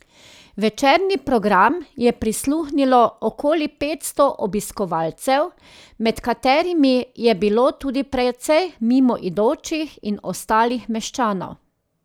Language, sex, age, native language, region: Slovenian, female, 30-49, Slovenian, Drava region